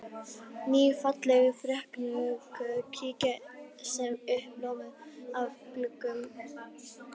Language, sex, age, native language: Icelandic, female, 11, Icelandic